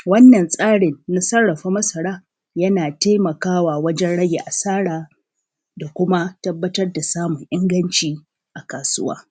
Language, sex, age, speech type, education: Hausa, female, 30-45, spontaneous, tertiary